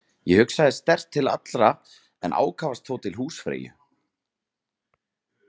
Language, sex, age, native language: Icelandic, male, 30-39, Icelandic